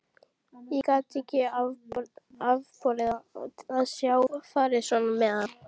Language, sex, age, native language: Icelandic, female, 12, Icelandic